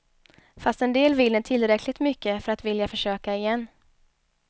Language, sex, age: Swedish, female, 23